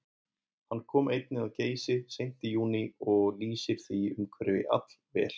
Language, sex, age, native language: Icelandic, male, 20-29, Icelandic